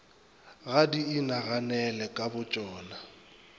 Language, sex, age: Northern Sotho, male, 25